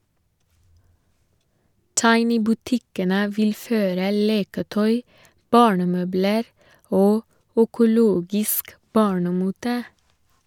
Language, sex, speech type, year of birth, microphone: Norwegian, female, read, 1988, Shure